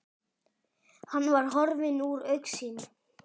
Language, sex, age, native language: Icelandic, male, 10, Icelandic